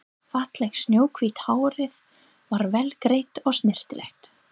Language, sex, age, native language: Icelandic, female, 30-39, English